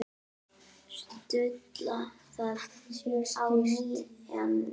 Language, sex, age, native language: Icelandic, female, 9, Icelandic